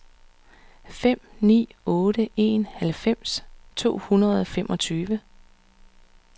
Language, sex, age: Danish, female, 39